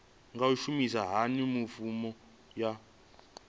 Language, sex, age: Venda, male, 25